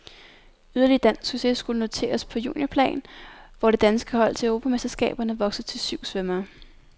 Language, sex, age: Danish, female, 19